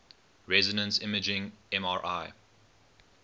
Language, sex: English, male